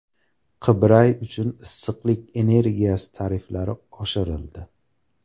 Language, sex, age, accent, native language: Uzbek, male, 18-24, Farg'ona, Uzbek